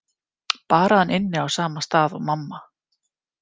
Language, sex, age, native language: Icelandic, female, 50-59, Icelandic